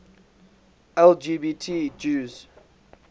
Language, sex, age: English, male, 18